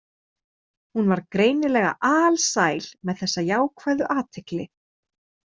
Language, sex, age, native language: Icelandic, female, 30-39, Icelandic